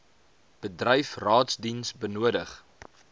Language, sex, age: Afrikaans, male, 22